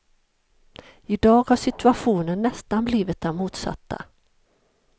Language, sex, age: Swedish, female, 51